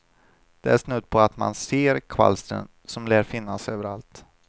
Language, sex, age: Swedish, male, 25